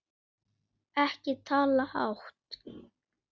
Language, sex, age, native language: Icelandic, male, 9, Icelandic